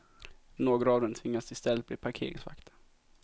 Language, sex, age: Swedish, male, 24